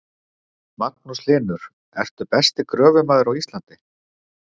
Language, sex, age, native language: Icelandic, male, 50-59, Icelandic